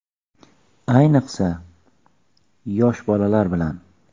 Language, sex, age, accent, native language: Uzbek, male, 25-34, Xorazm, Uzbek